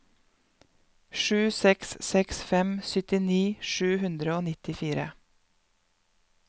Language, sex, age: Norwegian, female, 31